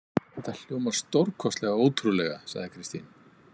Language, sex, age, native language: Icelandic, male, 50-59, Icelandic